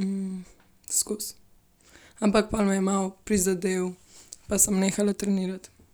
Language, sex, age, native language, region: Slovenian, female, 18-29, Slovenian, Central Slovenia